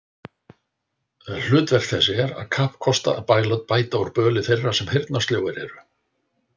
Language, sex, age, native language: Icelandic, male, 60-69, Icelandic